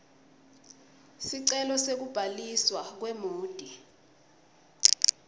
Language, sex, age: Swati, female, 22